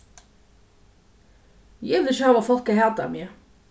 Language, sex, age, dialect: Faroese, female, 36-60, Suðuroy